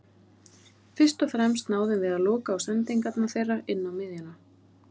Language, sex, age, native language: Icelandic, female, 30-39, Icelandic